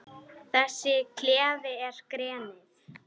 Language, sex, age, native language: Icelandic, male, 9, Icelandic